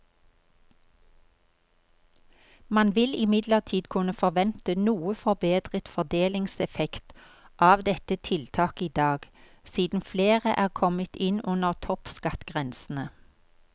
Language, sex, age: Norwegian, female, 53